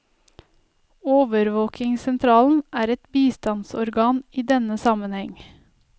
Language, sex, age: Norwegian, female, 30